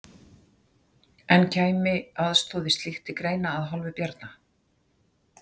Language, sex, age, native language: Icelandic, female, 60-69, Icelandic